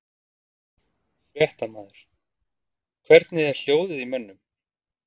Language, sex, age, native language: Icelandic, male, 30-39, Icelandic